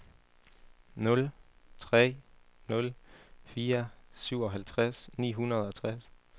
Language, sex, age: Danish, male, 18